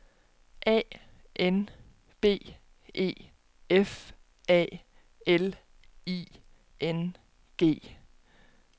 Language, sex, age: Danish, female, 29